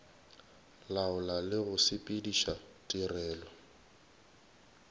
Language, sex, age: Northern Sotho, male, 22